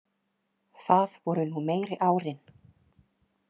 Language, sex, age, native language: Icelandic, female, 30-39, Icelandic